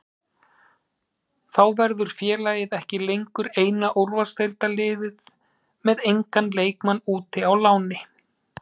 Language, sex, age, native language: Icelandic, male, 30-39, Icelandic